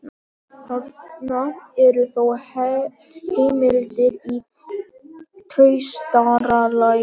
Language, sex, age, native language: Icelandic, male, 11, Icelandic